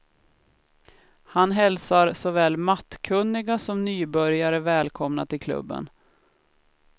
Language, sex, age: Swedish, female, 33